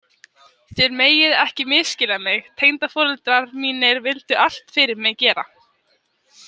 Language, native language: Icelandic, Icelandic